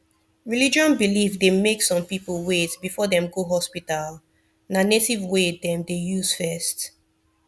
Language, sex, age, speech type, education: Nigerian Pidgin, female, 15-29, spontaneous, tertiary